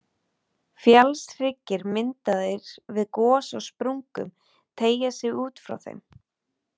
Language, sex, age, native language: Icelandic, female, 20-29, Icelandic